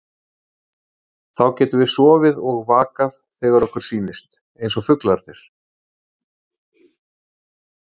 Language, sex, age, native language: Icelandic, male, 30-39, Icelandic